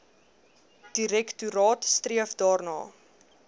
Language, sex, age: Afrikaans, female, 21